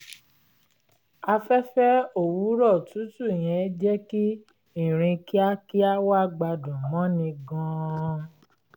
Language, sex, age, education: Yoruba, female, 30-45, tertiary